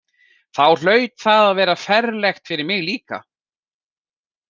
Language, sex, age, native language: Icelandic, male, 40-49, Icelandic